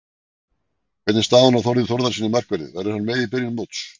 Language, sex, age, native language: Icelandic, male, 40-49, Icelandic